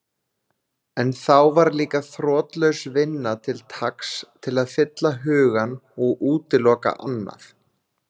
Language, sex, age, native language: Icelandic, male, 20-29, Icelandic